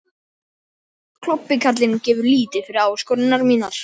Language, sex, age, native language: Icelandic, male, 12, Icelandic